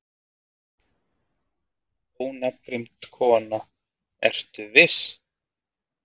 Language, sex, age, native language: Icelandic, male, 30-39, Icelandic